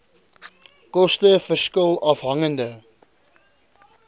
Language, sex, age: Afrikaans, male, 20